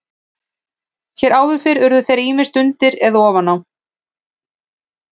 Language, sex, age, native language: Icelandic, female, 15, Icelandic